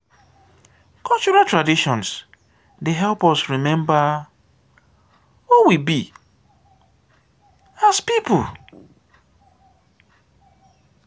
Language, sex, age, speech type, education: Nigerian Pidgin, male, 30-45, spontaneous, tertiary